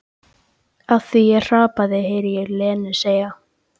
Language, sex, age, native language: Icelandic, male, 13, Icelandic